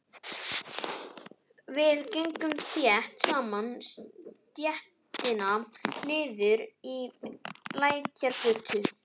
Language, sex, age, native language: Icelandic, male, 11, Icelandic